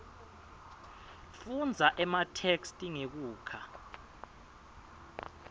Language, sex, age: Swati, male, 22